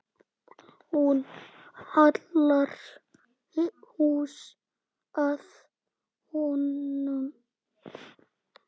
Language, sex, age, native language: Icelandic, male, 9, Icelandic